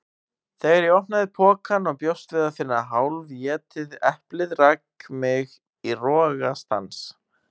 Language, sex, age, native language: Icelandic, male, 18-19, Icelandic